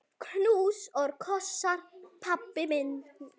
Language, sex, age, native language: Icelandic, female, 9, Icelandic